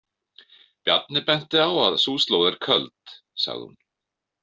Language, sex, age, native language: Icelandic, male, 50-59, Icelandic